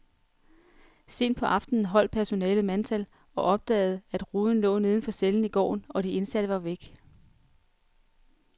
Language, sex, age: Danish, female, 33